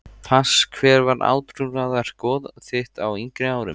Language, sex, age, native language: Icelandic, male, 14, Icelandic